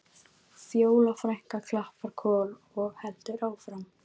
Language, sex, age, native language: Icelandic, female, 12, Icelandic